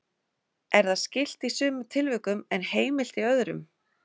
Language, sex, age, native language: Icelandic, female, 30-39, Icelandic